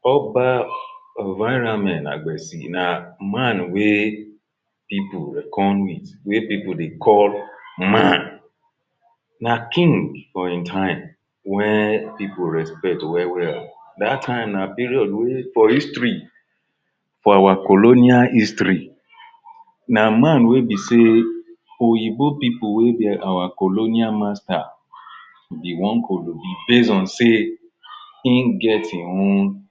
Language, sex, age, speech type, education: Nigerian Pidgin, male, 30-45, spontaneous, tertiary